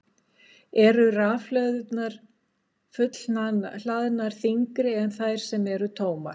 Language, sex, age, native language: Icelandic, female, 60-69, Icelandic